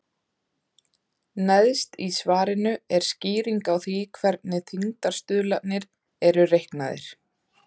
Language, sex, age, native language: Icelandic, female, 30-39, Icelandic